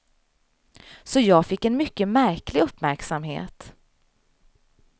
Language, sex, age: Swedish, female, 35